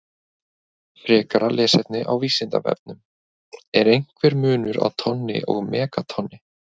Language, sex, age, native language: Icelandic, male, 20-29, Icelandic